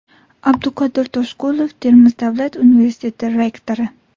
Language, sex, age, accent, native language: Uzbek, female, 18-24, Toshkent viloyati, Uzbek